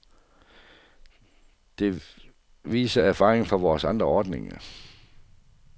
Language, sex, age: Danish, male, 48